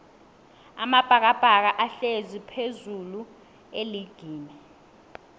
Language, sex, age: South Ndebele, female, 20